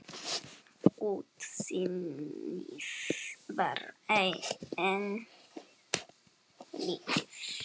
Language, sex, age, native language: Icelandic, female, 7, Icelandic